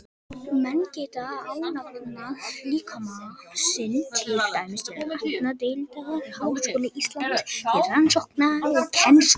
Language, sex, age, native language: Icelandic, male, 18-19, Icelandic